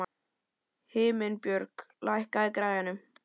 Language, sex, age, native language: Icelandic, male, 11, Icelandic